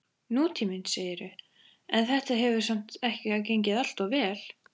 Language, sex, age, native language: Icelandic, female, 14, Icelandic